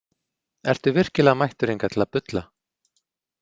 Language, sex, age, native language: Icelandic, male, 40-49, Icelandic